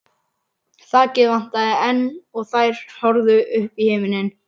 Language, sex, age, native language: Icelandic, male, 11, Icelandic